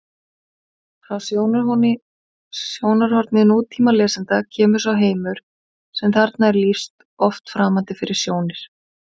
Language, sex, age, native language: Icelandic, female, 40-49, Icelandic